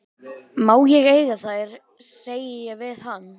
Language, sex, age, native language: Icelandic, male, 13, Icelandic